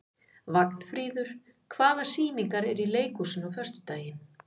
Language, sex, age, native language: Icelandic, female, 50-59, Icelandic